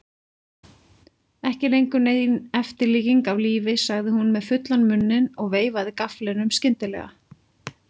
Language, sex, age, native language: Icelandic, female, 40-49, Icelandic